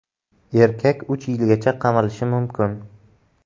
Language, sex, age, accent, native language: Uzbek, male, 18-24, Buxoro, Uzbek